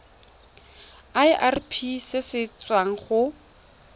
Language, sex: Tswana, female